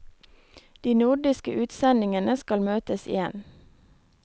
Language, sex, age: Norwegian, female, 23